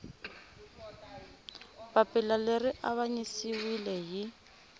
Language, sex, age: Tsonga, female, 25